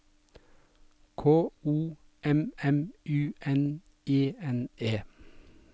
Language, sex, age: Norwegian, male, 57